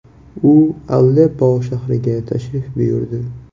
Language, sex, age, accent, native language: Uzbek, male, 18-24, Toshkent viloyati, Uzbek